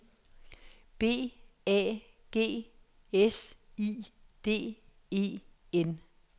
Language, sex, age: Danish, female, 66